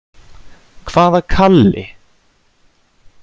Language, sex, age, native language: Icelandic, male, 30-39, Icelandic